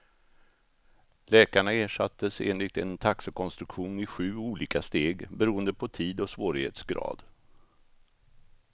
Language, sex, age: Swedish, male, 64